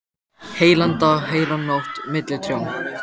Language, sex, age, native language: Icelandic, male, 14, Icelandic